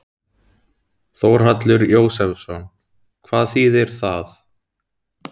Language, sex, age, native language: Icelandic, male, 17, Icelandic